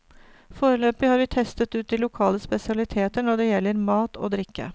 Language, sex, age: Norwegian, female, 49